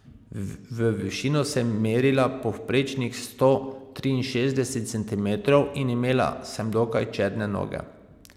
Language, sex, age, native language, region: Slovenian, male, 30-49, Slovenian, Pomurje region